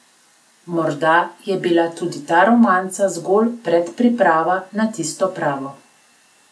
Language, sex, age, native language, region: Slovenian, female, 30-49, Slovenian, Gorenjska region